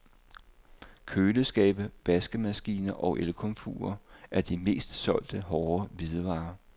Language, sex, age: Danish, male, 58